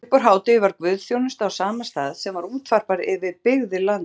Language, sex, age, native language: Icelandic, female, 40-49, Icelandic